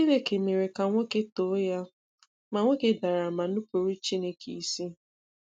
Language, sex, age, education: Igbo, female, 15-29, tertiary